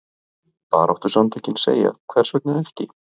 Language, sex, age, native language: Icelandic, male, 30-39, Icelandic